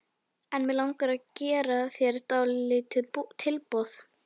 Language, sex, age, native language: Icelandic, female, 11, Icelandic